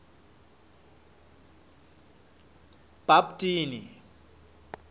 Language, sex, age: Swati, male, 26